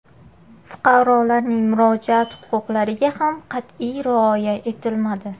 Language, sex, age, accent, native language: Uzbek, female, 18-24, Qashqadaryo, Uzbek